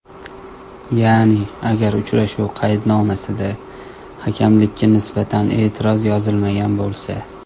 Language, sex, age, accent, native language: Uzbek, male, 19-29, Toshkent shahri, Uzbek